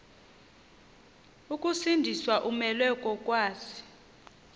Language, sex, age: Xhosa, female, 30